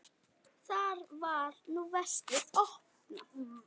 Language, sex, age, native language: Icelandic, female, 8, Icelandic